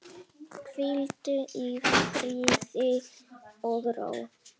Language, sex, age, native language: Icelandic, female, 10, Icelandic